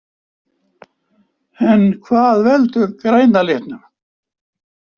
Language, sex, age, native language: Icelandic, male, 70-79, Icelandic